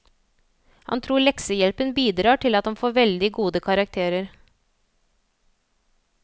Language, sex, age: Norwegian, female, 27